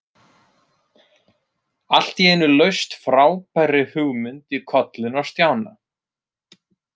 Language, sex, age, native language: Icelandic, male, 30-39, Icelandic